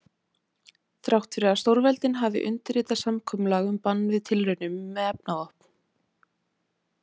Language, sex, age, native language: Icelandic, female, 18-19, Icelandic